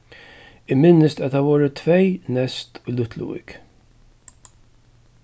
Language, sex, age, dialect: Faroese, male, 36-60, Suðurstreymoy